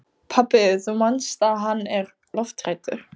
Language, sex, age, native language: Icelandic, female, 15, Icelandic